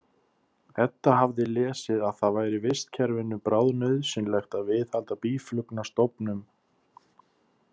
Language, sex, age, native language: Icelandic, male, 30-39, Icelandic